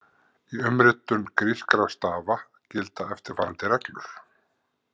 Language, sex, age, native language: Icelandic, male, 50-59, Icelandic